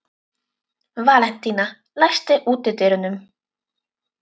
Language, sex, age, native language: Icelandic, female, 12, Icelandic